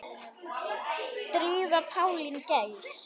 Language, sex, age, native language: Icelandic, male, 10, Icelandic